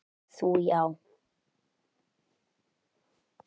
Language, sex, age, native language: Icelandic, male, 9, Icelandic